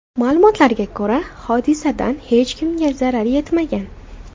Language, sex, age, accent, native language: Uzbek, female, 18-24, Farg'ona, Uzbek